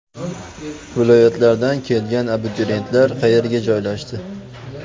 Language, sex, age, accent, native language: Uzbek, male, 25-34, Farg'ona, Uzbek